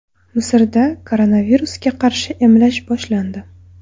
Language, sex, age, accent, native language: Uzbek, female, 19-29, Toshkent viloyati, Uzbek